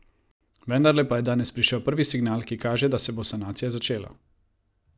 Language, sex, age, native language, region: Slovenian, male, 30-49, Croatian, Savinja region